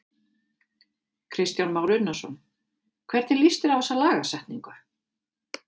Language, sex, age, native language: Icelandic, female, 50-59, Icelandic